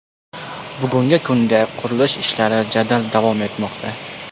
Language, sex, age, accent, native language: Uzbek, male, 18-24, Namangan, Uzbek